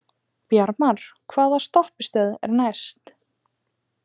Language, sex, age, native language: Icelandic, female, 20-29, Icelandic